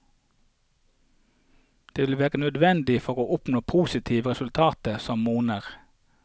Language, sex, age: Norwegian, male, 48